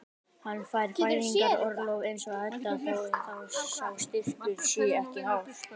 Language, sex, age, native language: Icelandic, female, 18-19, Icelandic